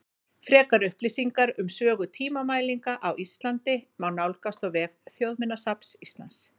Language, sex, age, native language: Icelandic, female, 40-49, Icelandic